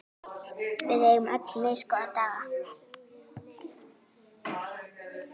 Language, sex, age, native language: Icelandic, female, 9, Icelandic